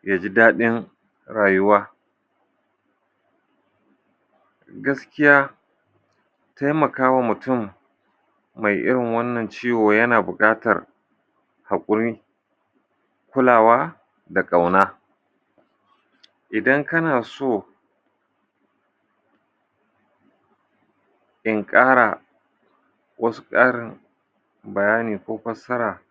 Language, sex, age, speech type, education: Hausa, male, 46-60, spontaneous, tertiary